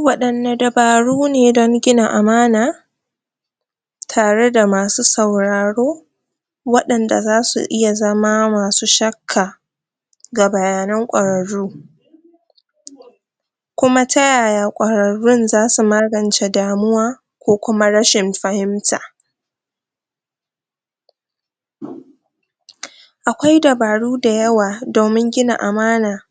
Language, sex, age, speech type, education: Hausa, female, 46-60, spontaneous, tertiary